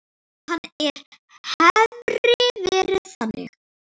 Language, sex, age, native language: Icelandic, female, 9, Icelandic